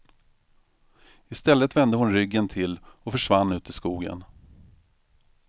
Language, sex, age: Swedish, male, 45